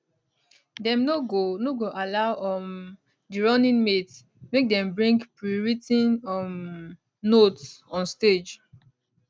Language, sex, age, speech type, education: Nigerian Pidgin, female, 15-29, spontaneous, tertiary